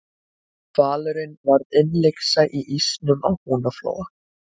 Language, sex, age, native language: Icelandic, female, 20-29, Icelandic